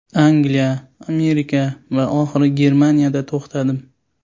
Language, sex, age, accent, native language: Uzbek, male, 18-24, Sirdaryo, Uzbek